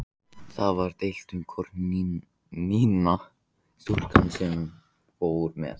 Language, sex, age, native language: Icelandic, male, 14, Icelandic